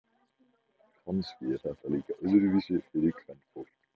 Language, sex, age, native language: Icelandic, male, 14, Icelandic